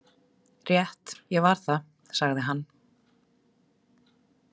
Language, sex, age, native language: Icelandic, female, 30-39, Icelandic